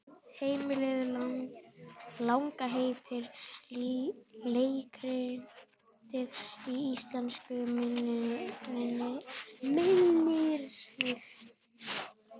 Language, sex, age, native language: Icelandic, male, 11, Icelandic